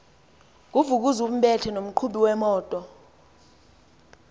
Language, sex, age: Xhosa, female, 20